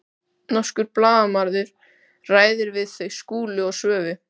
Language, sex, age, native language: Icelandic, male, 12, Icelandic